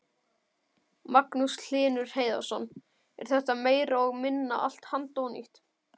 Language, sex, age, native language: Icelandic, male, 12, Icelandic